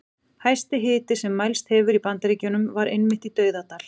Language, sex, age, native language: Icelandic, female, 40-49, Icelandic